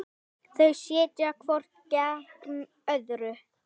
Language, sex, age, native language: Icelandic, female, 8, Icelandic